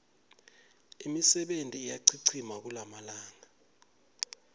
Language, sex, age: Swati, male, 20